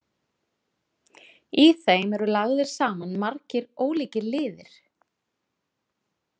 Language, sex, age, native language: Icelandic, female, 40-49, Icelandic